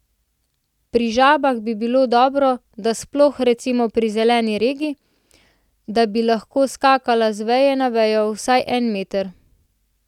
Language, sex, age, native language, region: Slovenian, female, 18-29, Slovenian, Central Slovenia